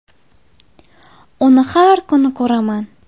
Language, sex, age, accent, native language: Uzbek, female, 18-24, Qashqadaryo, Uzbek